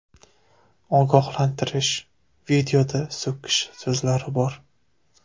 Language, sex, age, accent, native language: Uzbek, male, 19-29, Surxondaryo, Uzbek